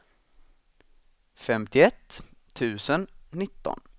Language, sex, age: Swedish, male, 26